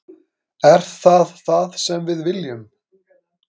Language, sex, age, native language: Icelandic, male, 30-39, Icelandic